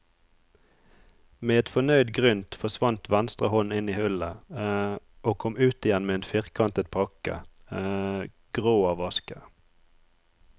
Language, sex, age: Norwegian, male, 34